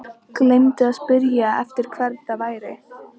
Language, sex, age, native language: Icelandic, female, 13, Icelandic